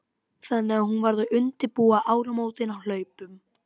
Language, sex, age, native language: Icelandic, female, 12, Icelandic